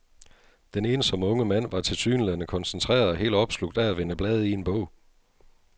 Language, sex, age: Danish, male, 42